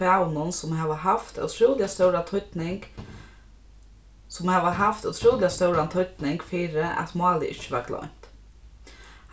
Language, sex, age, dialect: Faroese, female, 15-35, Norðurstreymoy/Eysturoy